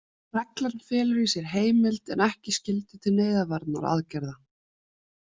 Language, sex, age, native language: Icelandic, female, 20-29, Icelandic